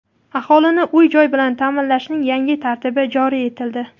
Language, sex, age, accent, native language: Uzbek, female, 18-24, Qashqadaryo, Uzbek